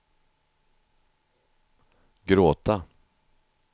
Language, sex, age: Swedish, male, 50